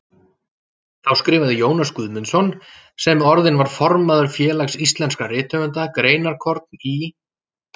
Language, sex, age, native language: Icelandic, male, 40-49, Icelandic